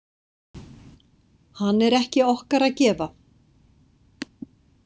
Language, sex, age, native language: Icelandic, female, 60-69, Icelandic